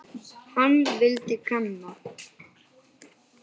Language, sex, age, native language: Icelandic, male, 9, Icelandic